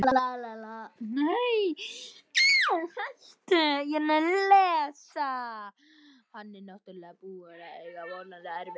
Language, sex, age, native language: Icelandic, male, 11, Icelandic